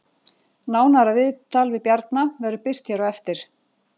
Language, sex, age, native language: Icelandic, female, 40-49, Icelandic